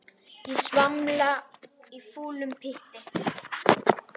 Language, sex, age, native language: Icelandic, female, 10, Icelandic